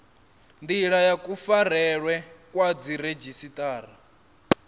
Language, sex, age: Venda, male, 27